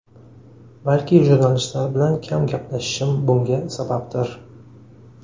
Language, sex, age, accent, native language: Uzbek, male, 18-24, Toshkent shahri, Uzbek